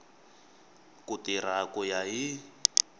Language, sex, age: Tsonga, male, 23